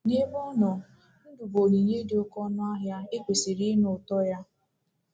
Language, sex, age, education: Igbo, female, 15-29, tertiary